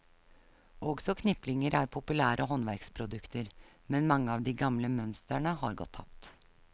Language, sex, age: Norwegian, female, 48